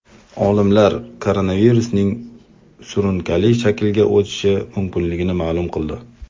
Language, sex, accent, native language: Uzbek, male, Toshkent shahri, Uzbek